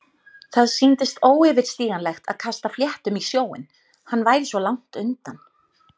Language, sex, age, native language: Icelandic, female, 30-39, Icelandic